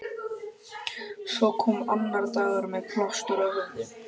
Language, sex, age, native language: Icelandic, male, 12, Icelandic